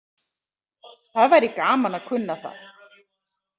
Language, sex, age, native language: Icelandic, female, 40-49, Icelandic